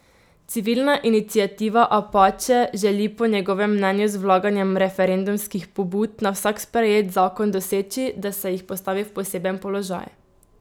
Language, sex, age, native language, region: Slovenian, female, 18-29, Slovenian, Drava region